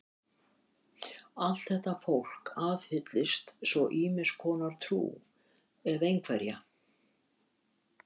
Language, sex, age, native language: Icelandic, female, 70-79, Icelandic